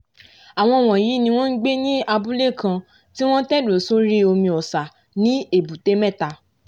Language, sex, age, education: Yoruba, female, 15-29, tertiary